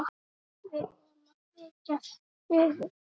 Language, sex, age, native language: Icelandic, female, 8, Icelandic